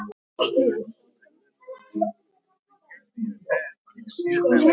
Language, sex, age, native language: Icelandic, male, 10, Icelandic